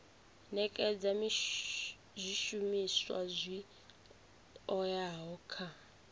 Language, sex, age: Venda, female, 24